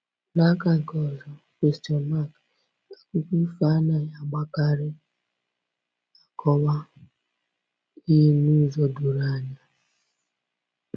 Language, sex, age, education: Igbo, female, 15-29, tertiary